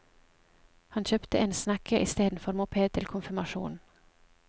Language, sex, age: Norwegian, female, 27